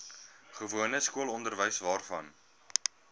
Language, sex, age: Afrikaans, male, 22